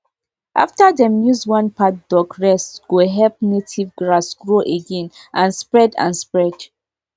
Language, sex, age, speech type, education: Nigerian Pidgin, female, 15-29, spontaneous, tertiary